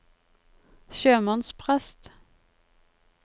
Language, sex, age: Norwegian, female, 23